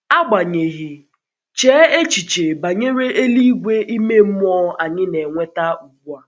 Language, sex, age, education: Igbo, female, 15-29, secondary